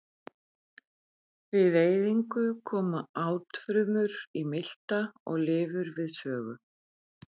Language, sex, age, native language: Icelandic, female, 50-59, Icelandic